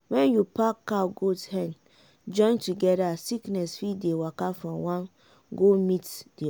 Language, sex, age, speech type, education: Nigerian Pidgin, female, 15-29, spontaneous, tertiary